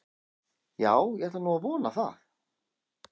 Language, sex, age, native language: Icelandic, male, 40-49, Icelandic